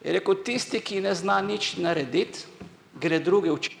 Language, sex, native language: Slovenian, male, Slovenian